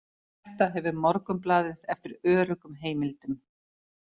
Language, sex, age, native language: Icelandic, female, 50-59, Icelandic